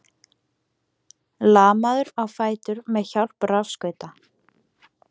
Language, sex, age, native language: Icelandic, female, 18-19, Icelandic